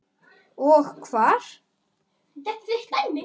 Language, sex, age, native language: Icelandic, male, 10, Icelandic